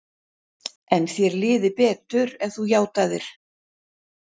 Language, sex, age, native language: Icelandic, female, 60-69, Icelandic